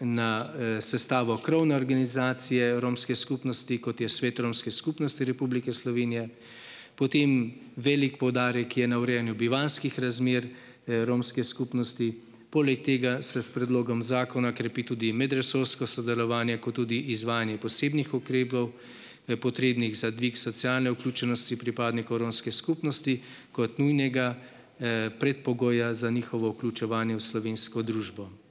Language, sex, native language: Slovenian, male, Slovenian